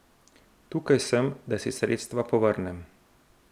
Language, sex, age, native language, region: Slovenian, male, 30-49, Slovenian, Central Slovenia